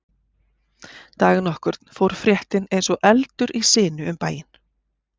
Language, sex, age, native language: Icelandic, female, 40-49, Icelandic